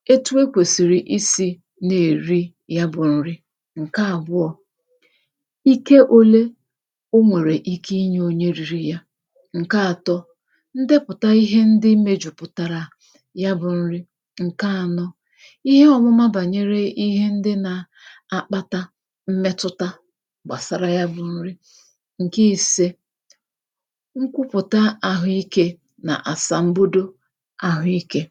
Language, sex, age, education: Igbo, female, 30-45, tertiary